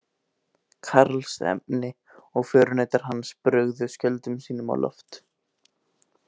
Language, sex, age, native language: Icelandic, male, 18-19, Icelandic